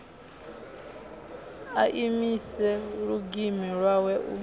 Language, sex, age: Venda, female, 21